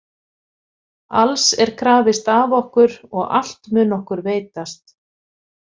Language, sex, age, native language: Icelandic, female, 50-59, Icelandic